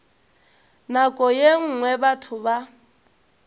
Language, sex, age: Northern Sotho, female, 22